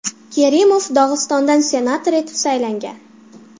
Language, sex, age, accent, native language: Uzbek, female, under 19, Farg'ona, Uzbek